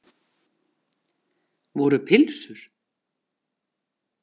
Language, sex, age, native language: Icelandic, female, 40-49, Icelandic